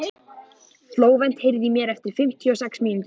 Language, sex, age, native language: Icelandic, male, 14, Icelandic